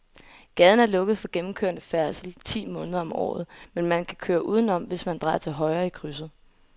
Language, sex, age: Danish, female, 20